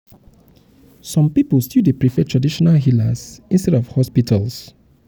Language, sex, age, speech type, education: Nigerian Pidgin, male, 30-45, spontaneous, tertiary